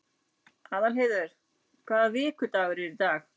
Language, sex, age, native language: Icelandic, female, 40-49, Icelandic